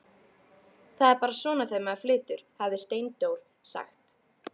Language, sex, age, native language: Icelandic, female, 13, Icelandic